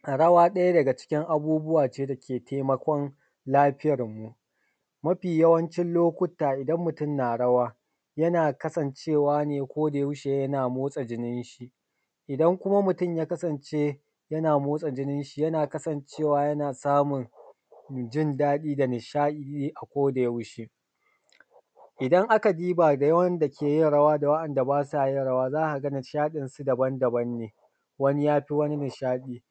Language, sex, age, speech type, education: Hausa, male, 30-45, spontaneous, tertiary